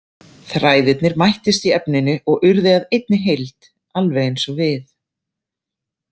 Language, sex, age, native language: Icelandic, female, 30-39, Icelandic